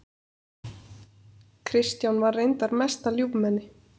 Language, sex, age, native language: Icelandic, female, 30-39, Icelandic